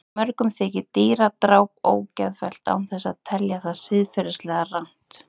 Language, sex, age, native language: Icelandic, female, 30-39, Icelandic